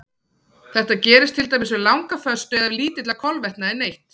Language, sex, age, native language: Icelandic, female, 40-49, Icelandic